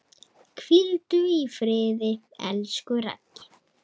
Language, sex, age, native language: Icelandic, female, 10, Icelandic